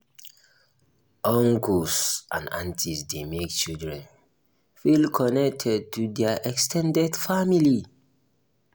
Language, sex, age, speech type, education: Nigerian Pidgin, male, 15-29, spontaneous, tertiary